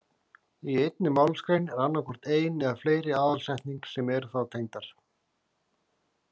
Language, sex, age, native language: Icelandic, male, 40-49, Icelandic